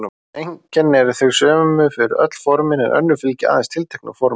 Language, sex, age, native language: Icelandic, male, 30-39, Icelandic